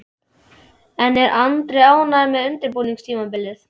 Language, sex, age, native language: Icelandic, male, 12, Icelandic